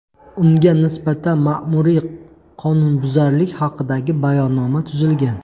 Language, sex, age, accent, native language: Uzbek, male, 25-34, Qashqadaryo, Uzbek